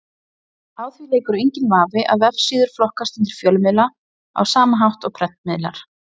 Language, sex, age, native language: Icelandic, female, 40-49, Icelandic